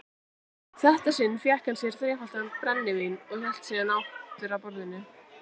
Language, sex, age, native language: Icelandic, female, 18-19, Icelandic